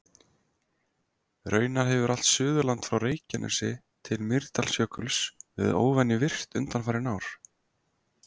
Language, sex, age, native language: Icelandic, male, 20-29, Icelandic